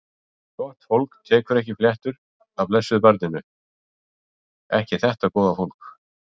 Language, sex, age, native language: Icelandic, male, 40-49, Icelandic